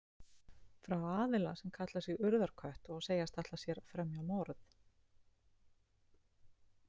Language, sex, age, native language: Icelandic, female, 40-49, Icelandic